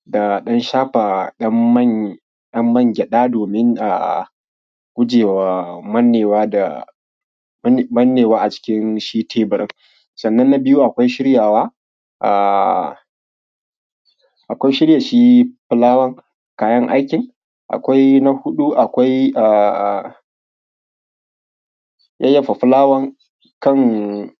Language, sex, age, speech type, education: Hausa, male, 15-29, spontaneous, primary